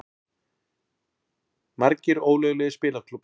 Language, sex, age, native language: Icelandic, male, 40-49, Icelandic